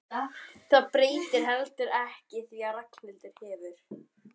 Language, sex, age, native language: Icelandic, female, 12, Icelandic